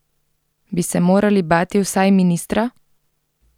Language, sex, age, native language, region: Slovenian, female, 30-49, Slovenian, Central Slovenia